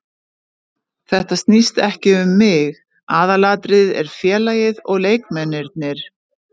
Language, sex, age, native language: Icelandic, female, 50-59, Icelandic